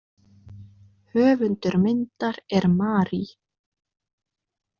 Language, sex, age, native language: Icelandic, female, 20-29, Icelandic